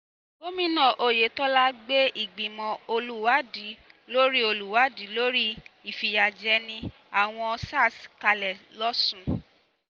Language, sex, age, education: Yoruba, female, 15-29, tertiary